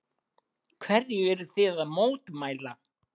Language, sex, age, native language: Icelandic, male, 40-49, Icelandic